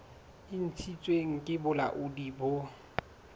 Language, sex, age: Southern Sotho, male, 22